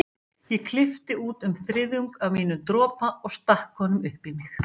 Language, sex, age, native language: Icelandic, female, 18-19, Icelandic